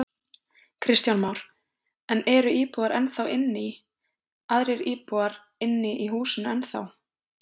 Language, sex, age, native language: Icelandic, female, 20-29, Icelandic